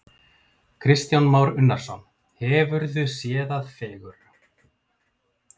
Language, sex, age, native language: Icelandic, male, 50-59, Icelandic